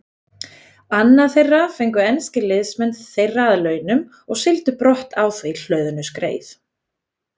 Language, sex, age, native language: Icelandic, female, 20-29, Icelandic